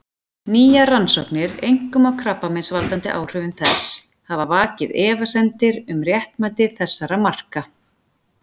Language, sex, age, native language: Icelandic, female, 40-49, Icelandic